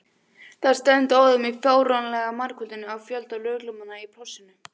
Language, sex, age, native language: Icelandic, female, 16, Icelandic